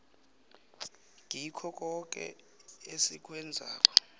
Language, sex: South Ndebele, male